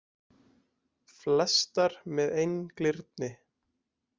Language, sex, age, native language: Icelandic, male, 20-29, Icelandic